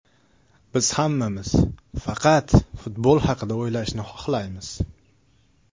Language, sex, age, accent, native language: Uzbek, male, 19-29, Farg'ona, Uzbek